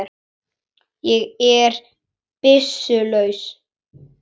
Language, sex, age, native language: Icelandic, male, 8, Icelandic